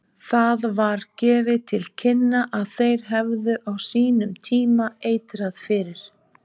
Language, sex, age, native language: Icelandic, female, 50-59, Icelandic